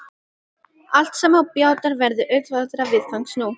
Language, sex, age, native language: Icelandic, female, 12, Icelandic